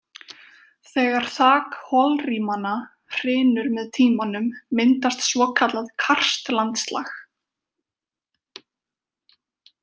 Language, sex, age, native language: Icelandic, female, 20-29, Icelandic